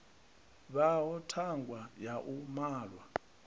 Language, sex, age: Venda, male, 39